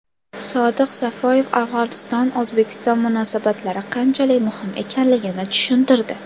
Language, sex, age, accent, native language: Uzbek, female, under 19, Toshkent shahri, Uzbek